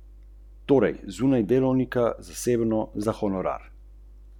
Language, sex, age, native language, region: Slovenian, male, 30-49, Slovenian, Central Slovenia